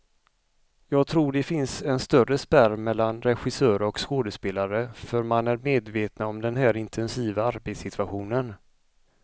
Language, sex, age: Swedish, male, 35